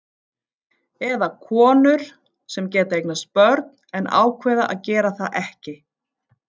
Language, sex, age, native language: Icelandic, female, 50-59, Icelandic